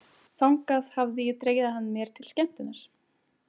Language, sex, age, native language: Icelandic, female, 18-19, Icelandic